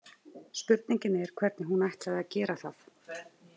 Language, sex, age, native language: Icelandic, female, 30-39, Icelandic